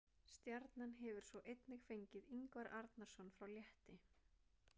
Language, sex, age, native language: Icelandic, female, 30-39, Icelandic